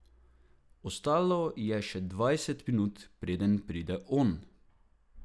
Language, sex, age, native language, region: Slovenian, male, 18-29, Slovenian, Drava region